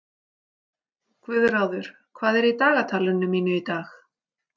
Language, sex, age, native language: Icelandic, female, 40-49, Icelandic